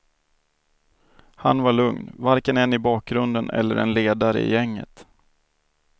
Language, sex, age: Swedish, male, 28